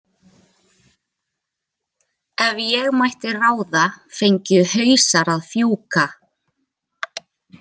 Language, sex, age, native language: Icelandic, female, 20-29, Icelandic